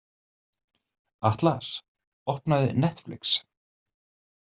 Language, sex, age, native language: Icelandic, male, 30-39, Icelandic